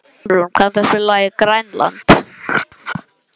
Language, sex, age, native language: Icelandic, male, 11, English